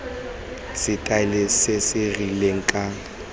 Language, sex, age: Tswana, male, 21